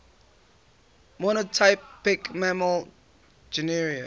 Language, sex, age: English, male, 18